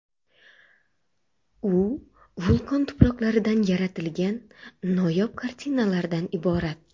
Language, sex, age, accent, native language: Uzbek, female, 25-34, Xorazm, Uzbek